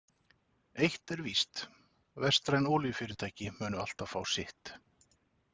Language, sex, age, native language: Icelandic, male, 40-49, Icelandic